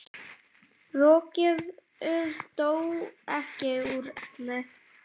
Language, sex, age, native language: Icelandic, female, 10, Icelandic